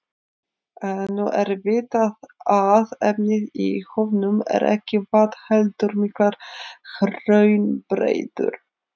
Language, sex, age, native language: Icelandic, female, 30-39, Icelandic